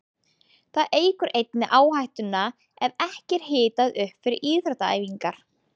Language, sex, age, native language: Icelandic, female, 20-29, Icelandic